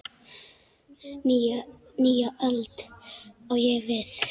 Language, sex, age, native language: Icelandic, female, 10, Icelandic